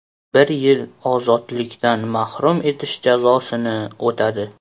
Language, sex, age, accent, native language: Uzbek, male, 18-24, Qashqadaryo, Uzbek